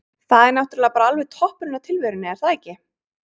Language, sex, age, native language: Icelandic, female, 20-29, Icelandic